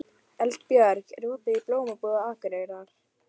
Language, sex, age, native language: Icelandic, female, 12, Icelandic